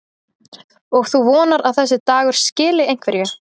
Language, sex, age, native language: Icelandic, female, 20-29, Icelandic